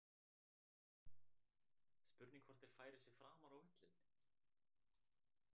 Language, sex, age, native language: Icelandic, male, 18-19, Icelandic